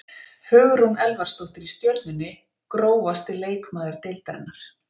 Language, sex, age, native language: Icelandic, female, 40-49, Icelandic